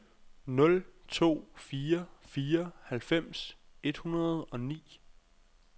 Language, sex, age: Danish, male, 26